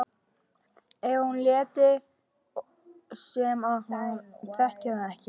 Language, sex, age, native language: Icelandic, female, 12, Icelandic